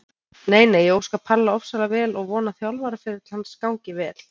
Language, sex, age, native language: Icelandic, female, 30-39, Icelandic